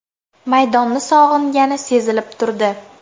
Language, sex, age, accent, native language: Uzbek, female, under 19, Toshkent shahri, Uzbek